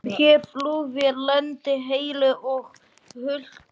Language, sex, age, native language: Icelandic, male, 20-29, Icelandic